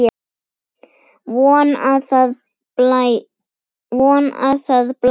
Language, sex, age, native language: Icelandic, female, 10, Icelandic